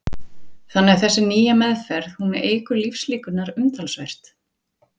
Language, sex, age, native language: Icelandic, female, 40-49, Icelandic